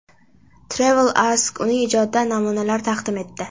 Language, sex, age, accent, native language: Uzbek, female, under 19, Qashqadaryo, Uzbek